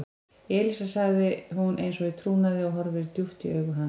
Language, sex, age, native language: Icelandic, female, 20-29, Icelandic